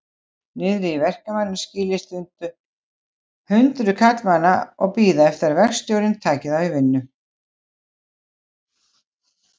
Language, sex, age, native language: Icelandic, female, 60-69, Icelandic